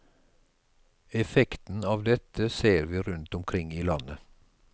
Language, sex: Norwegian, male